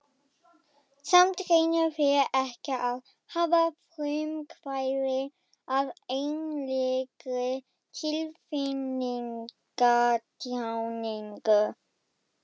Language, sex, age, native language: Icelandic, female, 11, German